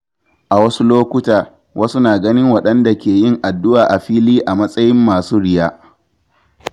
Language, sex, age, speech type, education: Hausa, male, 15-29, read, tertiary